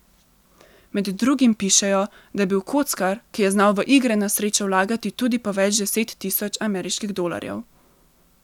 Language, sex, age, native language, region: Slovenian, female, 18-29, Slovenian, Central Slovenia